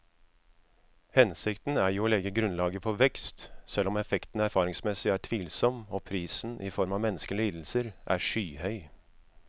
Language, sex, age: Norwegian, male, 36